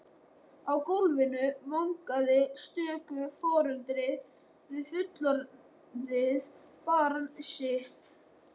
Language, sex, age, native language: Icelandic, male, 13, Icelandic